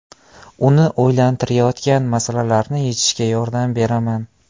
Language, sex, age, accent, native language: Uzbek, male, 18-24, Qashqadaryo, Uzbek